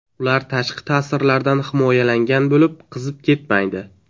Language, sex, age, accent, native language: Uzbek, male, 18-24, Navoiy, Uzbek